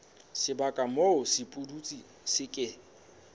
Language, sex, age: Southern Sotho, male, 22